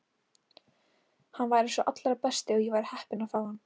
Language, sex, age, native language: Icelandic, female, 18-19, Icelandic